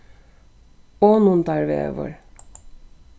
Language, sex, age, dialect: Faroese, female, 36-60, Suðurstreymoy